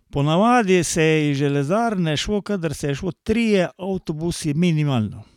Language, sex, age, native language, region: Slovenian, male, 60+, Slovenian, Carinthia region